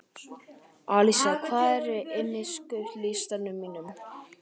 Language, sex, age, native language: Icelandic, male, 12, Icelandic